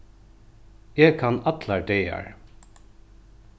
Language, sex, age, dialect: Faroese, male, 36-60, Norðuroyggjar